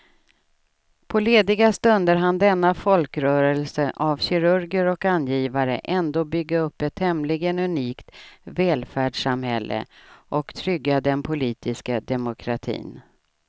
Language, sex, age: Swedish, female, 67